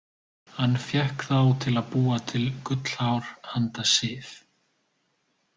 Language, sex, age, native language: Icelandic, male, 20-29, Icelandic